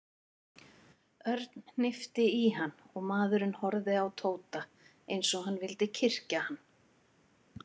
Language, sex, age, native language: Icelandic, female, 50-59, Icelandic